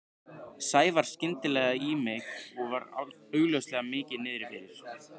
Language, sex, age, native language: Icelandic, male, 15, Icelandic